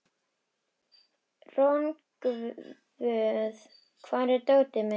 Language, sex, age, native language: Icelandic, female, 12, Icelandic